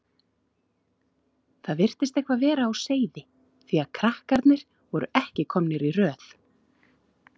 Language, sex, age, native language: Icelandic, female, 30-39, Icelandic